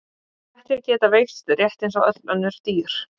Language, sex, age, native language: Icelandic, female, 20-29, Icelandic